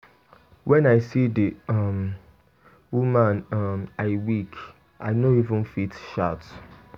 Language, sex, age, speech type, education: Nigerian Pidgin, male, 15-29, spontaneous, tertiary